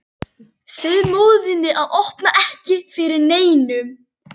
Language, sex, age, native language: Icelandic, female, 11, Icelandic